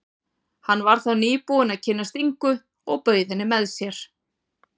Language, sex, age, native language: Icelandic, female, 40-49, Icelandic